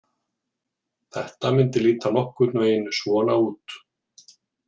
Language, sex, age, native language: Icelandic, male, 40-49, Icelandic